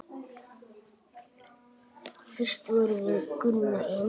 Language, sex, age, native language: Icelandic, male, 8, Icelandic